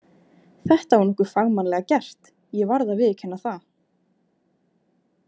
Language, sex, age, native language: Icelandic, female, 20-29, Icelandic